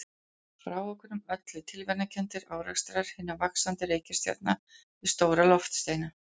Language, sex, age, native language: Icelandic, female, 40-49, Icelandic